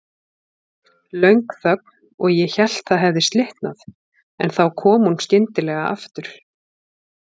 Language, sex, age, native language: Icelandic, female, 40-49, Icelandic